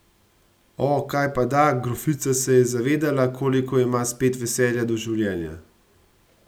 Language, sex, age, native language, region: Slovenian, male, 30-49, Slovenian, Gorenjska region